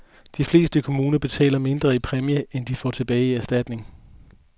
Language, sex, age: Danish, male, 20